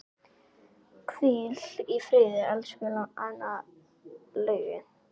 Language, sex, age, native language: Icelandic, female, 10, Icelandic